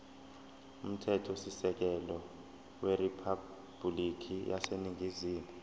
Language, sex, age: Zulu, male, 20